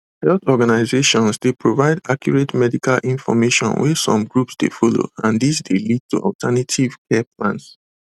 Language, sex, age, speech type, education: Nigerian Pidgin, male, 15-29, spontaneous, tertiary